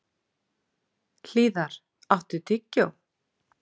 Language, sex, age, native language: Icelandic, female, 40-49, Icelandic